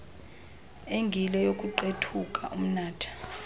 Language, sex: Xhosa, female